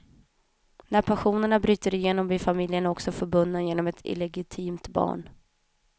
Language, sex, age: Swedish, female, 31